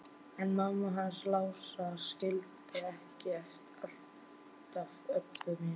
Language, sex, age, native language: Icelandic, male, 12, Icelandic